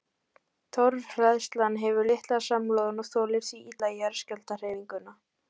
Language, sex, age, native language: Icelandic, female, 18-19, Icelandic